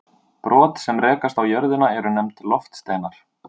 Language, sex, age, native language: Icelandic, male, 30-39, Icelandic